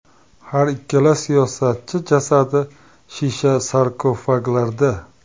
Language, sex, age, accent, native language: Uzbek, male, 35+, Farg'ona, Uzbek